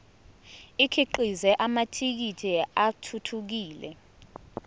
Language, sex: Zulu, female